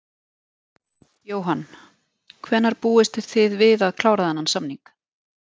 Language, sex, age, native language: Icelandic, female, 40-49, Icelandic